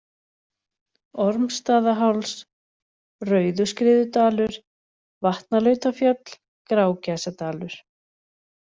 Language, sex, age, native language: Icelandic, female, 40-49, Icelandic